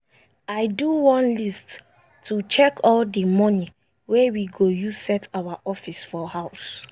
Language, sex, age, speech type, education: Nigerian Pidgin, female, 15-29, spontaneous, tertiary